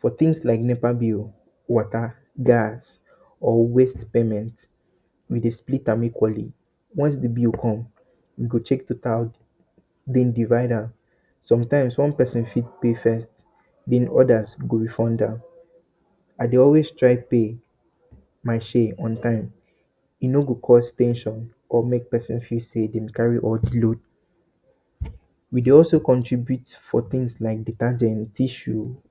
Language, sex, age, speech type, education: Nigerian Pidgin, male, 30-45, spontaneous, tertiary